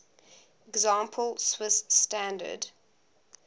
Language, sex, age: English, female, 20